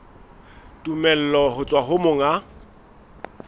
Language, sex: Southern Sotho, male